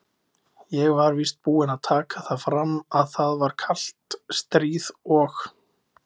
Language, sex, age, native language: Icelandic, male, 20-29, Icelandic